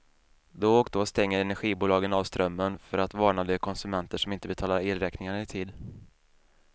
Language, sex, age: Swedish, male, 28